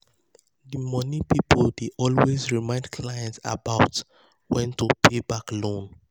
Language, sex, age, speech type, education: Nigerian Pidgin, male, 15-29, spontaneous, tertiary